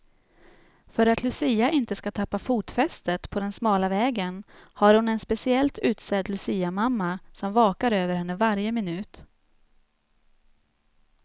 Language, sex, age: Swedish, female, 29